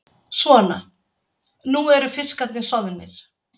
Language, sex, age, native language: Icelandic, female, 60-69, Icelandic